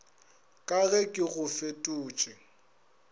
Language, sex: Northern Sotho, male